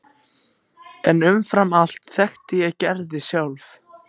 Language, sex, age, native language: Icelandic, other, 14, Icelandic